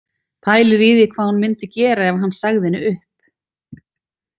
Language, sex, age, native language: Icelandic, female, 40-49, Icelandic